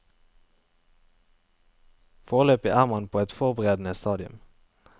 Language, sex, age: Norwegian, male, 23